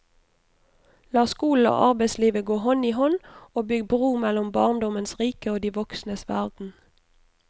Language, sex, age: Norwegian, female, 29